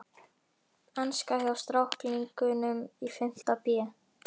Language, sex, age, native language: Icelandic, male, 11, Icelandic